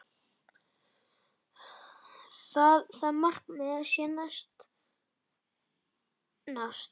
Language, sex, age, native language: Icelandic, male, 10, Icelandic